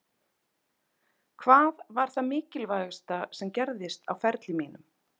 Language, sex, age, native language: Icelandic, female, 40-49, Icelandic